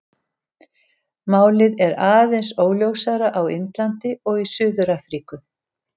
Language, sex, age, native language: Icelandic, female, 70-79, Icelandic